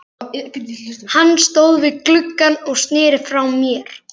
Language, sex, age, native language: Icelandic, male, 11, Icelandic